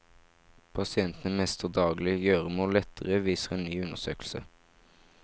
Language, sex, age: Norwegian, male, 17